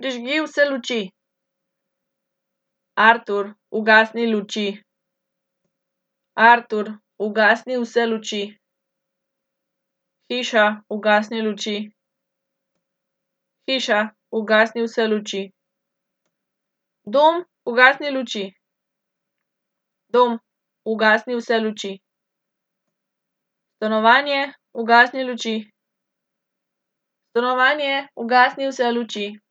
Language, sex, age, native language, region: Slovenian, female, 18-29, Slovenian, Central Slovenia